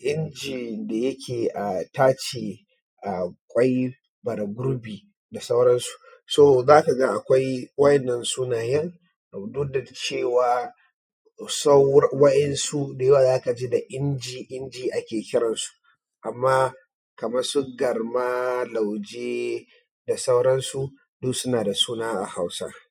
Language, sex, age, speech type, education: Hausa, male, 30-45, spontaneous, tertiary